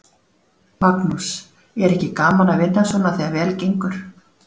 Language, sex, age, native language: Icelandic, female, 40-49, Icelandic